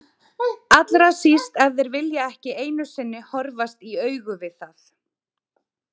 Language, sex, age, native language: Icelandic, female, 30-39, Icelandic